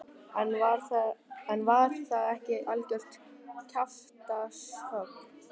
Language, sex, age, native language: Icelandic, male, 12, Icelandic